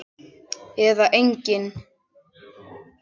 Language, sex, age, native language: Icelandic, male, 6, Icelandic